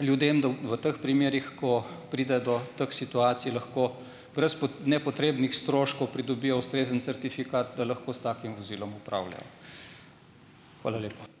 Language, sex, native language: Slovenian, male, Slovenian